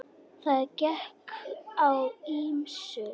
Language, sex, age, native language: Icelandic, female, 10, Icelandic